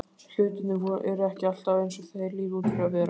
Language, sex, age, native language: Icelandic, male, 20-29, Icelandic